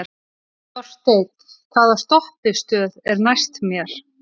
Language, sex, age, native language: Icelandic, female, 30-39, Icelandic